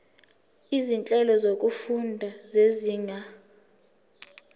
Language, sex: Zulu, female